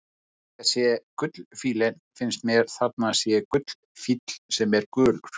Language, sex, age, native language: Icelandic, male, 50-59, Icelandic